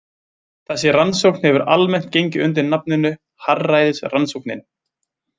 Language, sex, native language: Icelandic, male, Icelandic